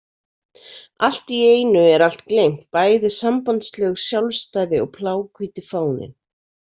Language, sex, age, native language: Icelandic, female, 40-49, Icelandic